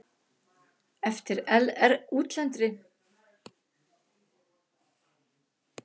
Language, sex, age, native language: Icelandic, female, 60-69, Icelandic